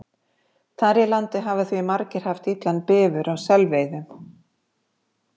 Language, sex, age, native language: Icelandic, female, 50-59, Icelandic